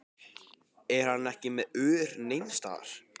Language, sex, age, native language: Icelandic, male, 15, Icelandic